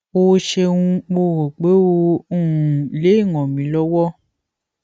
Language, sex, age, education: Yoruba, female, 15-29, tertiary